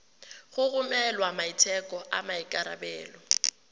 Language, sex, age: Tswana, female, 31